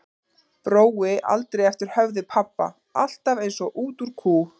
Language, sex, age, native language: Icelandic, female, 30-39, Icelandic